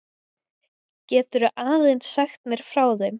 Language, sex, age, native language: Icelandic, female, 20-29, Icelandic